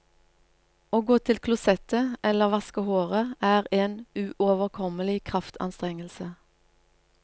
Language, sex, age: Norwegian, female, 47